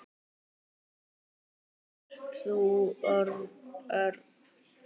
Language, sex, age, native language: Icelandic, male, 9, Icelandic